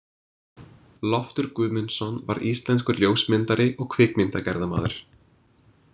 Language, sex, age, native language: Icelandic, male, 20-29, English